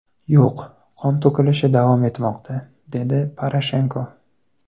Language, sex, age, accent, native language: Uzbek, male, 18-24, Farg'ona, Uzbek